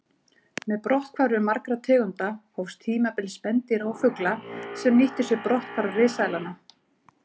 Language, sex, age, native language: Icelandic, female, 40-49, Icelandic